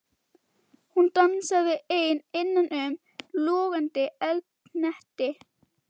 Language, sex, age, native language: Icelandic, female, 12, Icelandic